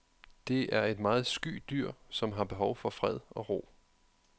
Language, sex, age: Danish, male, 31